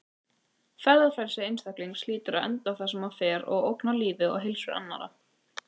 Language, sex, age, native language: Icelandic, female, 18-19, Icelandic